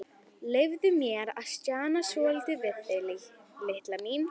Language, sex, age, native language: Icelandic, female, 11, Icelandic